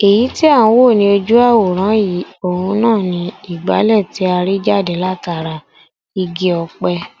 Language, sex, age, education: Yoruba, female, 30-45, tertiary